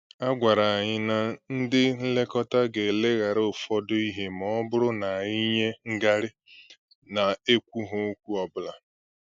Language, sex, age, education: Igbo, male, 15-29, tertiary